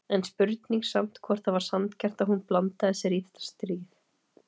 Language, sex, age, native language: Icelandic, female, 30-39, Icelandic